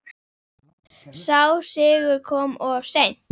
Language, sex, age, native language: Icelandic, female, 10, Icelandic